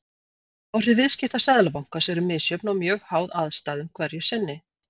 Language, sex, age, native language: Icelandic, female, 40-49, Icelandic